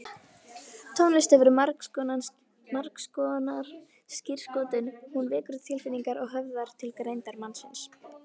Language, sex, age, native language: Icelandic, female, 18-19, Icelandic